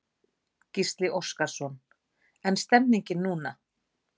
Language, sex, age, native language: Icelandic, female, 40-49, Icelandic